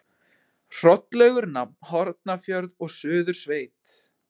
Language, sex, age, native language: Icelandic, male, 20-29, Icelandic